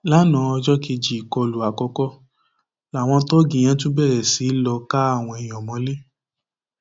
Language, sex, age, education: Yoruba, male, 15-29, tertiary